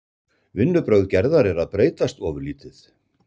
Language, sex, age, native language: Icelandic, male, 60-69, Icelandic